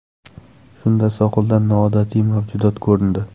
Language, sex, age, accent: Uzbek, male, 18-24, Qoraqalpog'iston